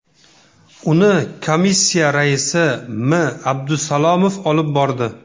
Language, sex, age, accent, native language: Uzbek, male, 35+, Namangan, Uzbek